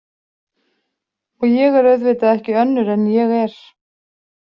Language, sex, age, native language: Icelandic, female, 40-49, Icelandic